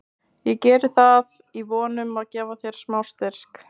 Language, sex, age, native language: Icelandic, male, 20-29, Icelandic